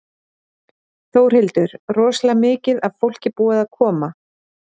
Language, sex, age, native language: Icelandic, female, 40-49, Icelandic